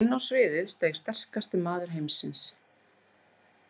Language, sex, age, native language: Icelandic, female, 40-49, Icelandic